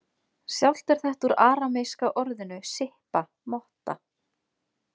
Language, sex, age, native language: Icelandic, female, 20-29, Icelandic